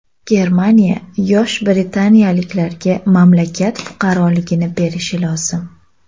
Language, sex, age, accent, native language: Uzbek, female, 18-24, Toshkent viloyati, Uzbek